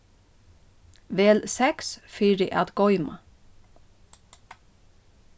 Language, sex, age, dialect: Faroese, female, 36-60, Norðuroyggjar